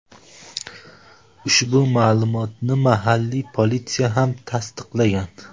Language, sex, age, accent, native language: Uzbek, male, 18-24, Samarqand, Uzbek